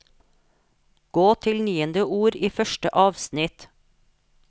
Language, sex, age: Norwegian, female, 43